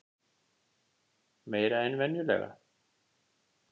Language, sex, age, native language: Icelandic, male, 50-59, Icelandic